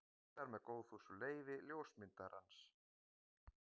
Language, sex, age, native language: Icelandic, male, 50-59, Icelandic